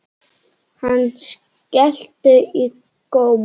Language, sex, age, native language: Icelandic, male, 9, Icelandic